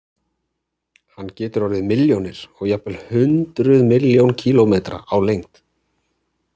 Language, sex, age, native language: Icelandic, male, 30-39, Icelandic